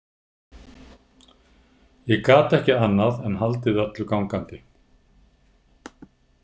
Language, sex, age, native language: Icelandic, male, 50-59, Icelandic